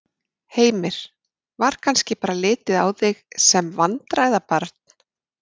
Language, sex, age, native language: Icelandic, female, 40-49, Icelandic